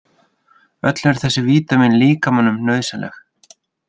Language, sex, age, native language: Icelandic, male, 30-39, Icelandic